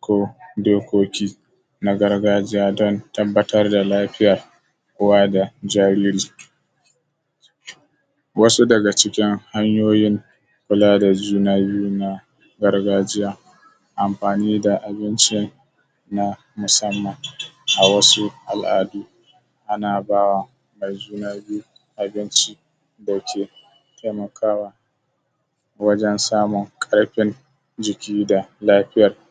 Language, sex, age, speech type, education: Hausa, male, 15-29, spontaneous, tertiary